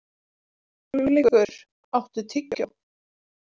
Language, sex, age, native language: Icelandic, female, 20-29, Icelandic